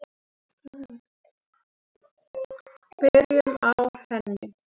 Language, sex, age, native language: Icelandic, male, 7, Icelandic